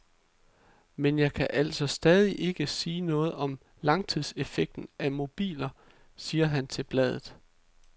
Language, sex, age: Danish, male, 33